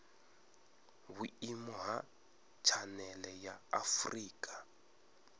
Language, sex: Venda, male